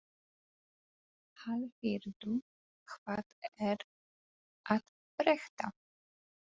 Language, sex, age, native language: Icelandic, female, 40-49, Polish